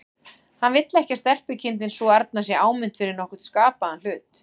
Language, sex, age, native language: Icelandic, female, 40-49, Icelandic